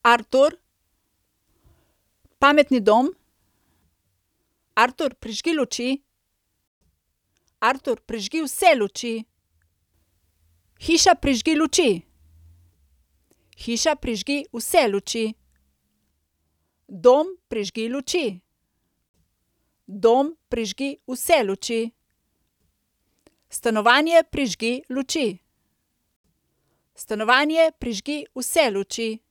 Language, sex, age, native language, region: Slovenian, female, 30-49, Slovenian, Coastal Karst region